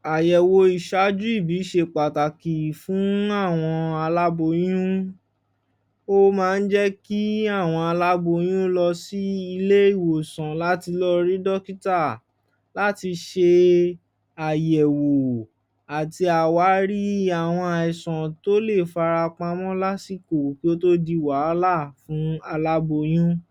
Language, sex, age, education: Yoruba, male, 15-29, tertiary